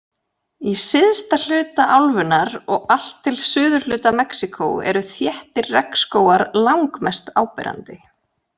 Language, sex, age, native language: Icelandic, female, 40-49, Icelandic